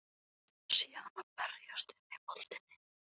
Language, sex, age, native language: Icelandic, female, 15, Icelandic